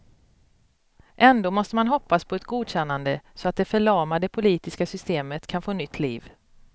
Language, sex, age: Swedish, female, 42